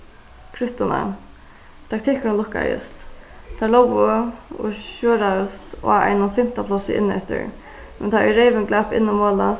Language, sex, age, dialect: Faroese, female, 15-35, Suðuroy